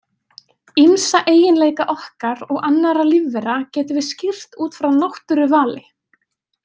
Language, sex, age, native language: Icelandic, female, 20-29, Icelandic